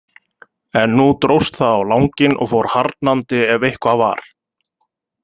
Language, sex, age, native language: Icelandic, male, 30-39, Icelandic